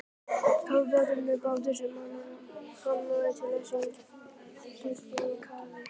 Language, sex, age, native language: Icelandic, male, 18-19, Icelandic